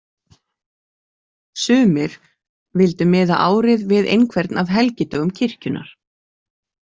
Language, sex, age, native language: Icelandic, female, 40-49, Icelandic